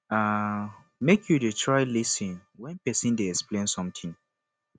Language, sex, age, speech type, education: Nigerian Pidgin, male, 15-29, spontaneous, tertiary